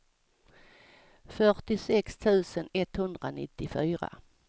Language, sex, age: Swedish, female, 55